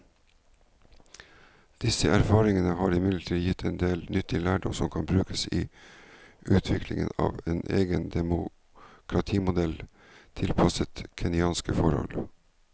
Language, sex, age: Norwegian, male, 49